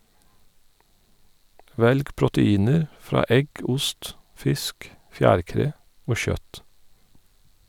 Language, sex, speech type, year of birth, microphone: Norwegian, male, read, 1972, Sennheiser